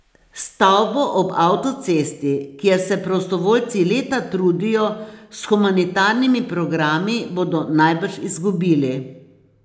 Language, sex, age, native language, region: Slovenian, female, 60+, Slovenian, Posavska region